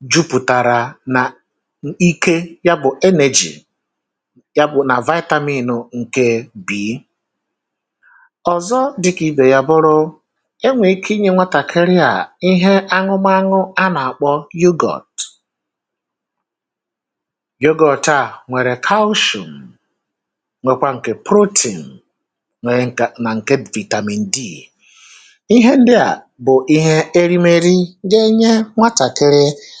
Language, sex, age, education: Igbo, male, 30-45, tertiary